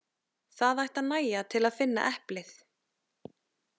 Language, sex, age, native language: Icelandic, female, 30-39, Icelandic